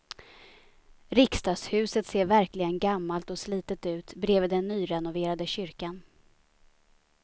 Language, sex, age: Swedish, female, 29